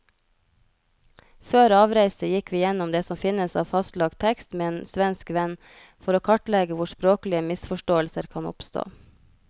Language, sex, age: Norwegian, female, 33